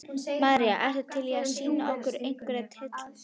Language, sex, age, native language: Icelandic, female, 12, Icelandic